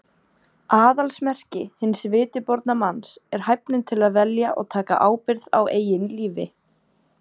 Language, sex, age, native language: Icelandic, female, 20-29, Icelandic